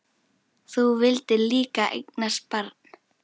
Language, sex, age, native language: Icelandic, female, 10, Icelandic